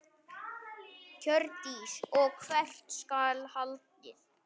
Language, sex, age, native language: Icelandic, male, 9, Icelandic